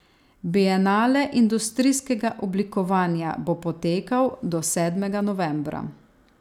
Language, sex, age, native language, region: Slovenian, female, 30-49, Slovenian, Savinja region